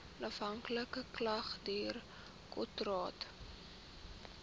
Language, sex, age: Afrikaans, female, 23